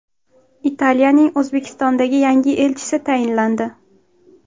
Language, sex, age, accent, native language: Uzbek, female, 18-24, Toshkent shahri, Uzbek